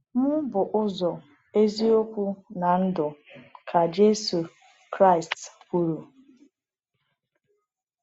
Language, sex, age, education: Igbo, female, 30-45, tertiary